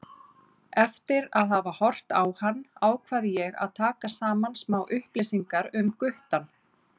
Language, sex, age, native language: Icelandic, female, 30-39, Icelandic